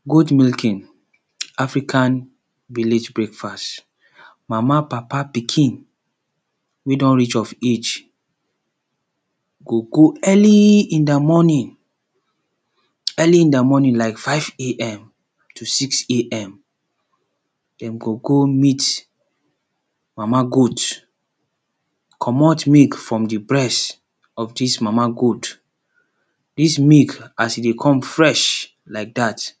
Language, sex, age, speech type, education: Nigerian Pidgin, male, 30-45, spontaneous, secondary